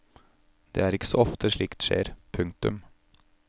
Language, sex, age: Norwegian, male, 31